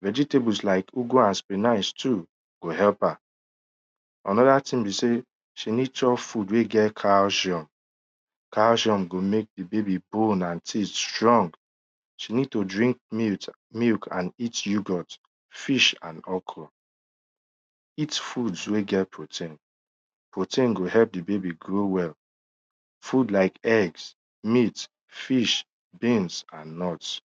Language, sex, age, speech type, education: Nigerian Pidgin, male, 15-29, spontaneous, tertiary